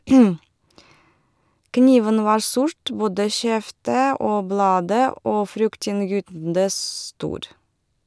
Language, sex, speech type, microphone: Norwegian, female, read, Shure